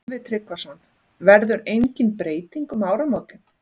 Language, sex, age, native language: Icelandic, female, 40-49, Icelandic